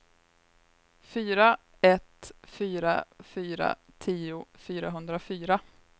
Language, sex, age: Swedish, female, 23